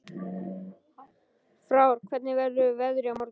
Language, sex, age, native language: Icelandic, male, 11, Icelandic